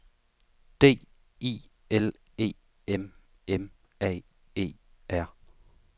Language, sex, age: Danish, male, 35